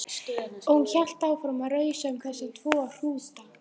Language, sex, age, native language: Icelandic, female, 13, Icelandic